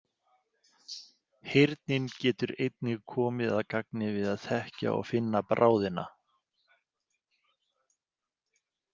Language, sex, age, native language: Icelandic, male, 40-49, Icelandic